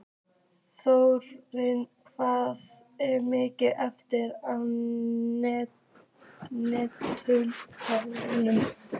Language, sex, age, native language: Icelandic, female, 15, Icelandic